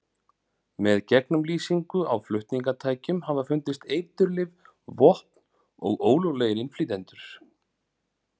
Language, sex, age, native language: Icelandic, male, 40-49, Icelandic